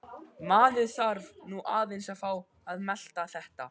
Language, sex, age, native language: Icelandic, male, 12, Icelandic